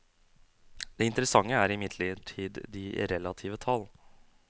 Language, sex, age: Norwegian, male, 27